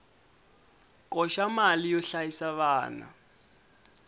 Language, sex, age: Tsonga, male, 22